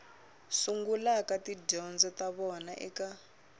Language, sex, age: Tsonga, female, 24